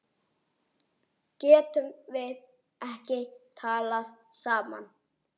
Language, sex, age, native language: Icelandic, male, 8, Icelandic